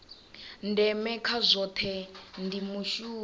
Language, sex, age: Venda, female, 27